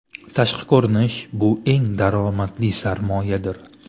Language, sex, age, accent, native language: Uzbek, male, 18-24, Namangan, Uzbek